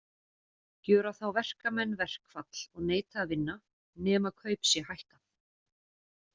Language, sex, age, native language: Icelandic, female, 40-49, Icelandic